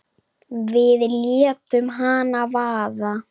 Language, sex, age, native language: Icelandic, female, 9, Icelandic